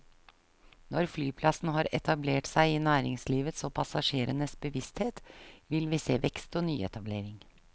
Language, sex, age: Norwegian, female, 48